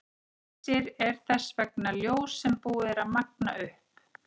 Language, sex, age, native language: Icelandic, female, 40-49, Icelandic